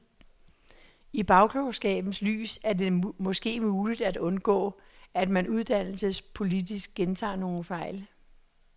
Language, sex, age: Danish, female, 66